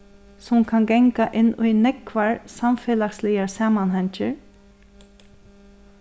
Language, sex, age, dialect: Faroese, female, 36-60, Suðurstreymoy